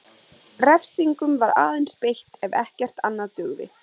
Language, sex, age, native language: Icelandic, female, 20-29, Icelandic